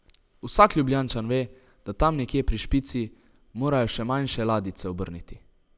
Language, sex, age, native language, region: Slovenian, male, 18-29, Slovenian, Savinja region